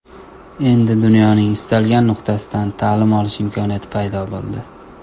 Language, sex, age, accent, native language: Uzbek, male, 19-29, Toshkent shahri, Uzbek